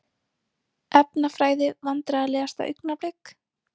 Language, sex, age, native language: Icelandic, female, 18-19, Icelandic